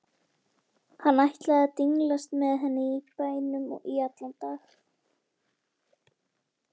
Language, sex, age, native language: Icelandic, female, 18-19, Icelandic